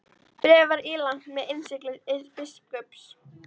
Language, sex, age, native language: Icelandic, female, 13, Icelandic